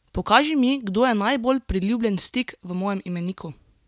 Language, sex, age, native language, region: Slovenian, female, 18-29, Slovenian, Drava region